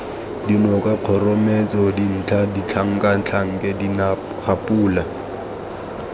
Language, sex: Tswana, male